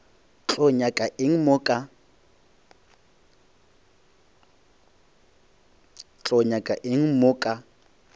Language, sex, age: Northern Sotho, male, 21